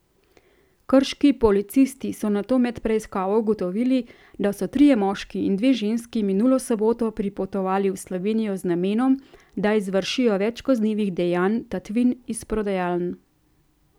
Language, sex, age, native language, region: Slovenian, female, 30-49, Slovenian, Central Slovenia